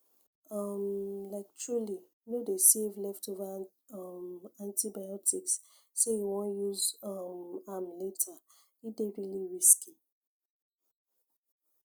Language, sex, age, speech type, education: Nigerian Pidgin, female, 15-29, spontaneous, secondary